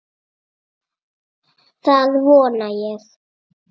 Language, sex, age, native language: Icelandic, female, 8, Icelandic